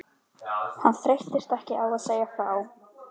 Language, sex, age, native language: Icelandic, female, 12, Icelandic